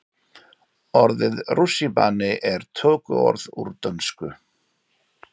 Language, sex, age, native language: Icelandic, male, 40-49, Icelandic